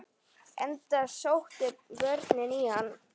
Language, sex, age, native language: Icelandic, male, 9, Icelandic